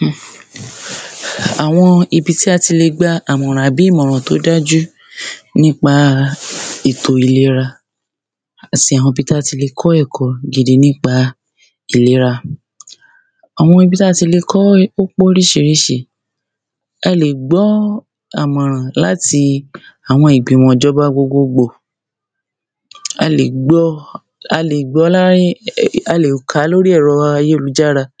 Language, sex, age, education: Yoruba, female, 30-45, secondary